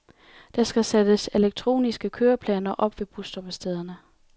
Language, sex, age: Danish, female, 28